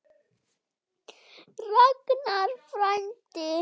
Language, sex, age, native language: Icelandic, male, 9, Icelandic